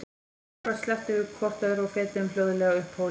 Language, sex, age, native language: Icelandic, female, 14, Icelandic